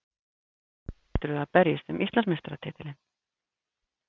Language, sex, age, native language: Icelandic, female, 50-59, Icelandic